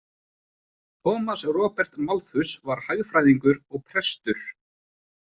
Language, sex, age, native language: Icelandic, male, 20-29, Icelandic